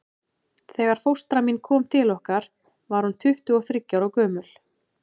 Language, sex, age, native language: Icelandic, female, 30-39, Icelandic